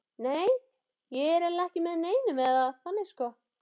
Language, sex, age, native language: Icelandic, female, 13, Icelandic